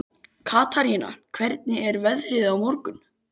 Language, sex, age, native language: Icelandic, male, 13, Icelandic